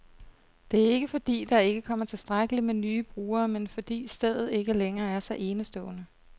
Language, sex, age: Danish, female, 32